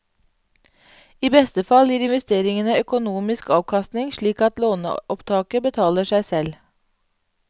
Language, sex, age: Norwegian, female, 31